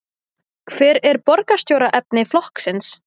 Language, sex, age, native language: Icelandic, female, 20-29, Icelandic